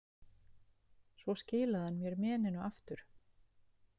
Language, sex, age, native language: Icelandic, female, 40-49, Icelandic